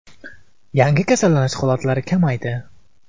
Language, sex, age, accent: Uzbek, male, 18-24, Qoraqalpog'iston